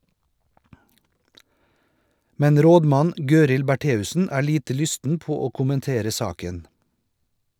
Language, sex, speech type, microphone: Norwegian, male, read, Shure